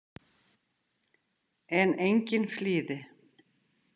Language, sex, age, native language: Icelandic, female, 50-59, Icelandic